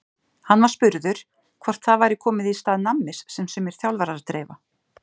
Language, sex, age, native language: Icelandic, female, 50-59, Icelandic